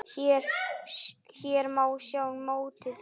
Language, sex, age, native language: Icelandic, female, 9, Icelandic